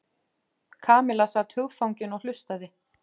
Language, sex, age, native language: Icelandic, female, 40-49, Icelandic